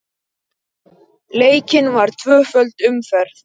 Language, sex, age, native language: Icelandic, male, 9, Icelandic